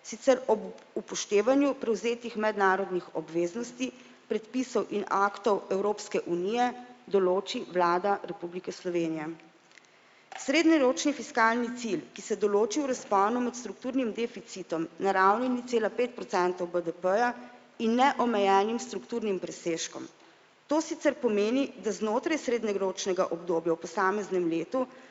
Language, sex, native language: Slovenian, female, Slovenian